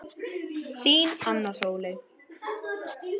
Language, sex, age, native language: Icelandic, male, 10, Icelandic